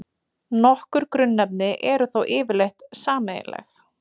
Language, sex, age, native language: Icelandic, female, 20-29, Icelandic